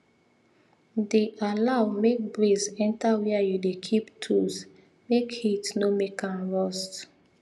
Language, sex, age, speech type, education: Nigerian Pidgin, female, 30-45, spontaneous, tertiary